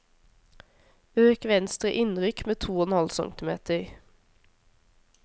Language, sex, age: Norwegian, female, 26